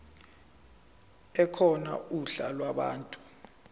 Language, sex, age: Zulu, male, 17